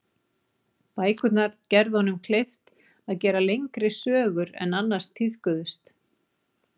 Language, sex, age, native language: Icelandic, female, 40-49, Icelandic